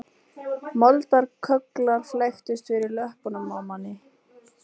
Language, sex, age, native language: Icelandic, female, 20-29, Icelandic